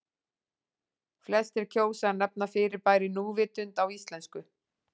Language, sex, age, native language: Icelandic, female, 40-49, Icelandic